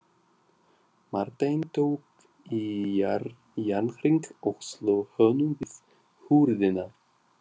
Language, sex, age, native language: Icelandic, male, 40-49, Russian